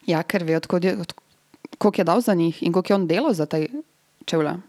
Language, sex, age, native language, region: Slovenian, female, 18-29, Serbian, Drava region